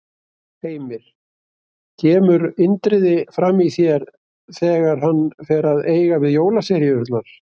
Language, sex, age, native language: Icelandic, male, 60-69, Icelandic